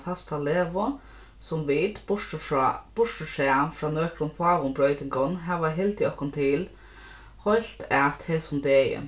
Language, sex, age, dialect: Faroese, female, 15-35, Norðurstreymoy/Eysturoy